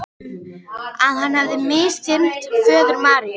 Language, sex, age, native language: Icelandic, female, 13, Icelandic